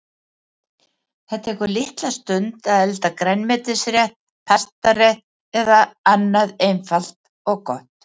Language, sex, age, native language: Icelandic, female, 70-79, Icelandic